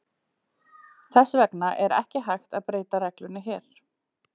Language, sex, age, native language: Icelandic, female, 40-49, Icelandic